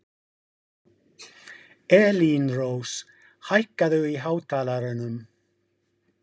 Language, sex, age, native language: Icelandic, male, 50-59, English